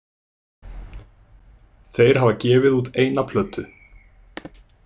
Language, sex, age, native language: Icelandic, male, 20-29, Icelandic